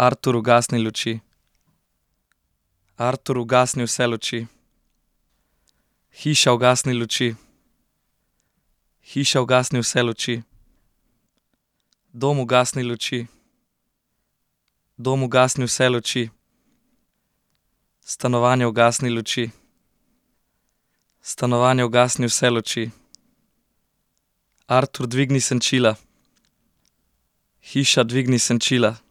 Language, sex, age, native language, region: Slovenian, male, 18-29, Slovenian, Central Slovenia